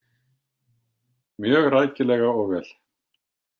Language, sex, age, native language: Icelandic, male, 50-59, Icelandic